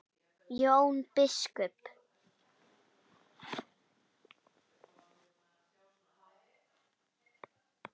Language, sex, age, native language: Icelandic, female, 8, Icelandic